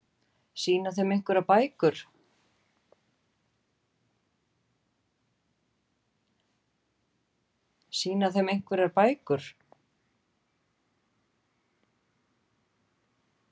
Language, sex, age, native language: Icelandic, female, 40-49, Icelandic